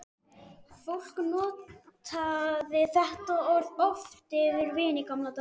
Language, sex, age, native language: Icelandic, male, 12, Icelandic